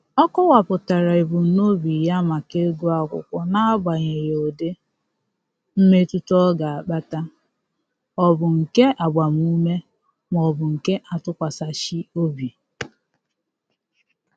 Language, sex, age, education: Igbo, female, 15-29, tertiary